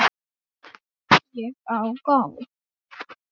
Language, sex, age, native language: Icelandic, male, 7, Icelandic